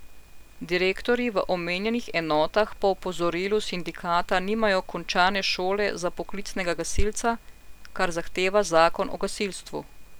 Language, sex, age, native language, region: Slovenian, female, 50-59, Slovenian, Central Slovenia